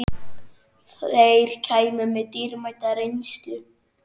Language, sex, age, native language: Icelandic, male, 9, Icelandic